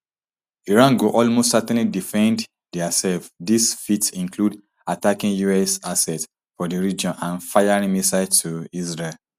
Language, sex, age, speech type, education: Nigerian Pidgin, male, 30-45, spontaneous, tertiary